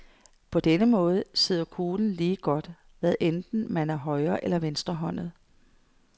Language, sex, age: Danish, female, 55